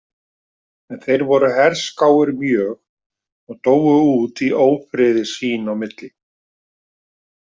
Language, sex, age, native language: Icelandic, male, 50-59, Icelandic